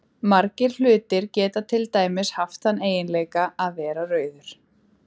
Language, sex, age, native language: Icelandic, female, 20-29, Icelandic